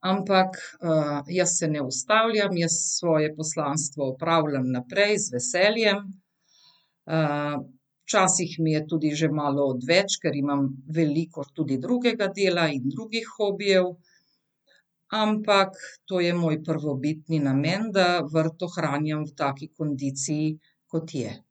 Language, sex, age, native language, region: Slovenian, female, 50-59, Slovenian, Central Slovenia